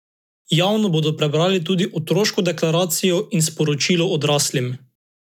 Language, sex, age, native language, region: Slovenian, male, 18-29, Slovenian, Drava region